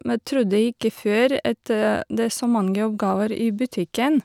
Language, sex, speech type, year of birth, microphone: Norwegian, female, spontaneous, 1982, Shure